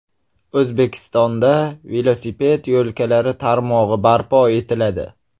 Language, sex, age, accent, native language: Uzbek, male, 18-24, Namangan, Uzbek